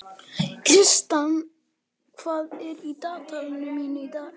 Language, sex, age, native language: Icelandic, male, 11, Icelandic